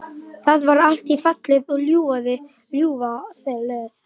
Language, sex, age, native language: Icelandic, male, 11, Icelandic